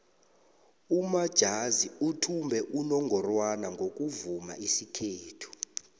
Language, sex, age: South Ndebele, male, 22